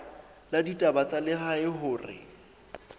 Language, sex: Southern Sotho, male